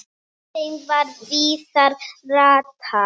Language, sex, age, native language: Icelandic, female, 8, Icelandic